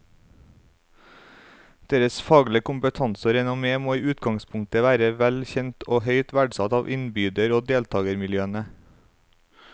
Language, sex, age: Norwegian, male, 35